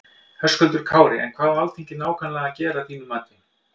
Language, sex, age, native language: Icelandic, male, 50-59, Icelandic